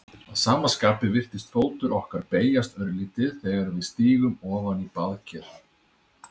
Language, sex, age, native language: Icelandic, male, 30-39, Icelandic